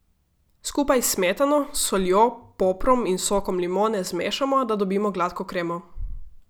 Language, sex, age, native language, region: Slovenian, female, 18-29, Slovenian, Gorica region